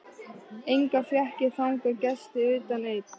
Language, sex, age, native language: Icelandic, female, 13, Icelandic